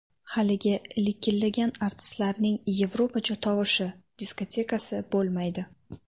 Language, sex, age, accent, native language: Uzbek, female, 18-24, Sirdaryo, Uzbek